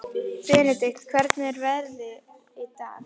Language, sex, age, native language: Icelandic, female, 11, Icelandic